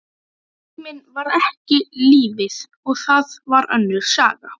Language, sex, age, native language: Icelandic, female, 12, Icelandic